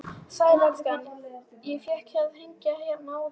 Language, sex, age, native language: Icelandic, female, 11, Icelandic